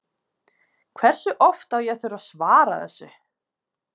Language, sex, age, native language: Icelandic, female, 20-29, Icelandic